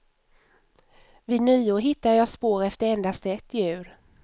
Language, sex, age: Swedish, female, 44